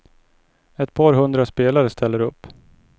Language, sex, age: Swedish, male, 29